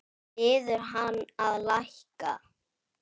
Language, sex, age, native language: Icelandic, female, 10, Icelandic